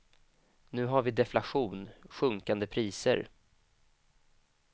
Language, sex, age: Swedish, male, 25